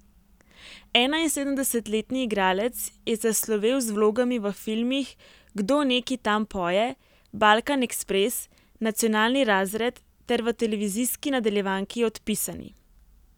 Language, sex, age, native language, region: Slovenian, female, 18-29, Slovenian, Primorsko-notranjska region